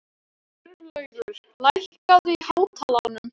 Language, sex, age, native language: Icelandic, male, 12, Icelandic